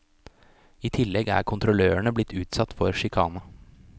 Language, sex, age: Norwegian, male, 29